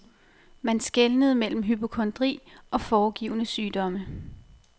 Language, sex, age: Danish, female, 28